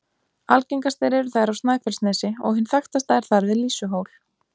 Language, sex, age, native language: Icelandic, female, 20-29, Icelandic